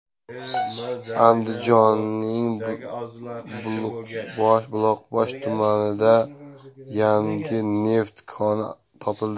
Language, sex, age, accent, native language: Uzbek, male, 25-34, Sirdaryo, Uzbek